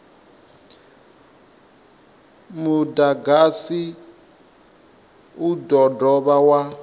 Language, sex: Venda, male